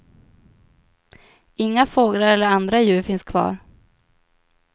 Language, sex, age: Swedish, female, 25